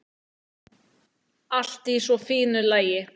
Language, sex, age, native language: Icelandic, female, 9, Icelandic